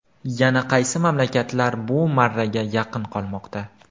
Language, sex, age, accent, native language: Uzbek, male, 18-24, Farg'ona, Uzbek